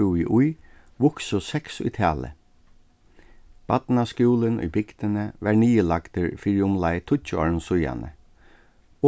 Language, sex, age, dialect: Faroese, male, 36-60, Suðurstreymoy